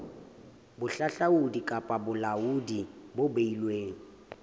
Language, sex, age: Southern Sotho, male, 18